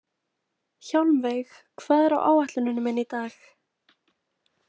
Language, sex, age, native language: Icelandic, female, 20-29, Icelandic